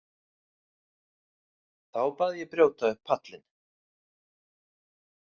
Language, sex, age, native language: Icelandic, male, 30-39, Icelandic